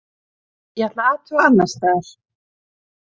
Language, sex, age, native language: Icelandic, female, 30-39, Icelandic